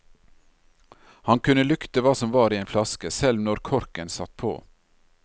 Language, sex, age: Norwegian, male, 40